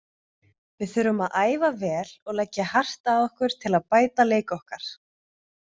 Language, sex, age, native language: Icelandic, female, 20-29, Icelandic